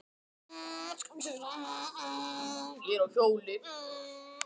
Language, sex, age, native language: Icelandic, male, 18-19, Icelandic